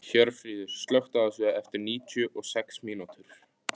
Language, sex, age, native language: Icelandic, male, 15, Icelandic